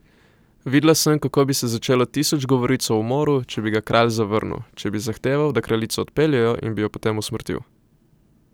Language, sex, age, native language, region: Slovenian, male, 18-29, Slovenian, Coastal Karst region